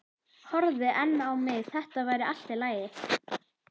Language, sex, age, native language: Icelandic, female, 11, Icelandic